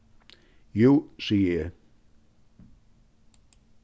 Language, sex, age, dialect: Faroese, male, 61+, Vágar